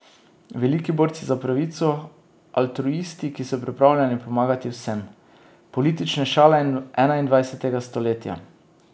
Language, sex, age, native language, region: Slovenian, male, 30-49, Slovenian, Drava region